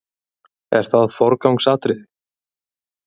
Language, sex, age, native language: Icelandic, male, 20-29, Icelandic